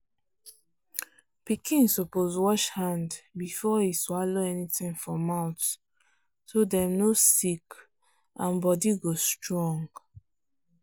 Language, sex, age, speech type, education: Nigerian Pidgin, female, 15-29, spontaneous, tertiary